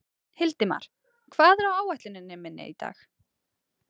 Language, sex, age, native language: Icelandic, female, 30-39, Icelandic